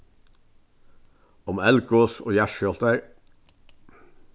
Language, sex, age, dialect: Faroese, male, 61+, Vágar